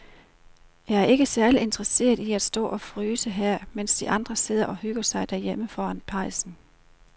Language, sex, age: Danish, female, 38